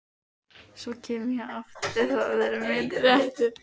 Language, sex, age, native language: Icelandic, female, 12, Icelandic